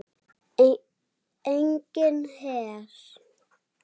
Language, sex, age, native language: Icelandic, male, 7, Icelandic